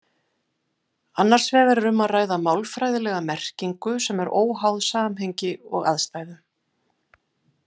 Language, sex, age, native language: Icelandic, female, 50-59, Icelandic